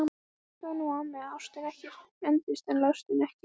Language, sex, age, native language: Icelandic, female, 14, Icelandic